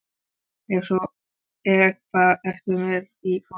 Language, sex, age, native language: Icelandic, female, 13, Icelandic